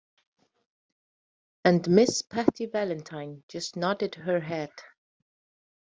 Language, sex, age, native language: Icelandic, female, 30-39, Icelandic